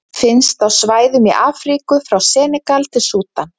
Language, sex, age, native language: Icelandic, female, 20-29, Icelandic